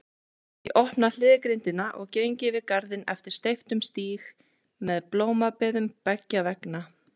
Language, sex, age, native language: Icelandic, female, 20-29, Icelandic